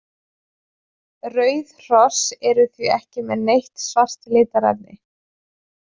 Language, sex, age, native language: Icelandic, female, 20-29, Icelandic